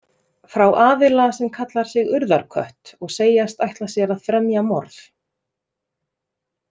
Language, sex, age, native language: Icelandic, female, 30-39, Icelandic